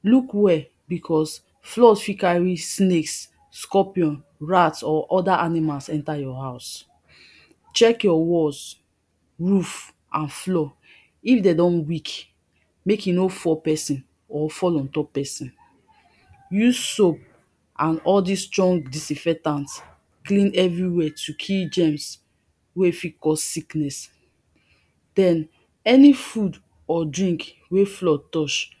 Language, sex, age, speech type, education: Nigerian Pidgin, female, 30-45, spontaneous, tertiary